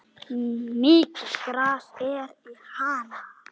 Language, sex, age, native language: Icelandic, female, 9, Icelandic